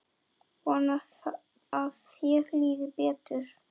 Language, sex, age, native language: Icelandic, female, 9, Icelandic